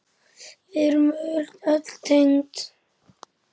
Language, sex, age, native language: Icelandic, male, 10, Icelandic